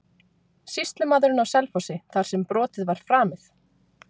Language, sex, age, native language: Icelandic, female, 20-29, Icelandic